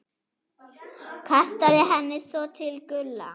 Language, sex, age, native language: Icelandic, female, 7, German